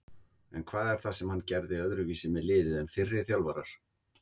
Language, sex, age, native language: Icelandic, male, 50-59, Icelandic